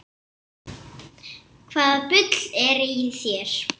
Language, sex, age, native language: Icelandic, female, 7, Icelandic